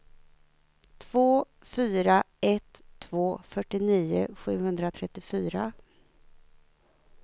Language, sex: Swedish, female